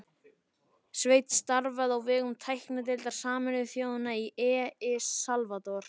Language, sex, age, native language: Icelandic, male, 14, Icelandic